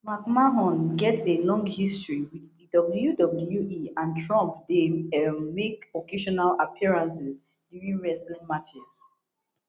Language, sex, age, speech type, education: Nigerian Pidgin, female, 15-29, spontaneous, tertiary